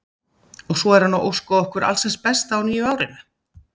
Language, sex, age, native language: Icelandic, female, 50-59, Icelandic